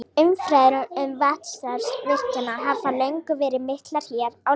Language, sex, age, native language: Icelandic, female, 40-49, Icelandic